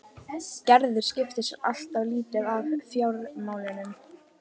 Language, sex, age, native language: Icelandic, female, 12, Icelandic